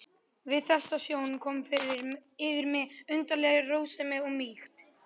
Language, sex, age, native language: Icelandic, male, 11, Icelandic